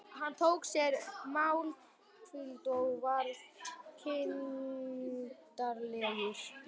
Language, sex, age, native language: Icelandic, male, 11, Icelandic